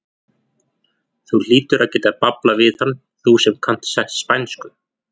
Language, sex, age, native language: Icelandic, male, 40-49, Icelandic